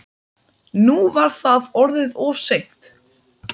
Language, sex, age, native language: Icelandic, male, 12, Icelandic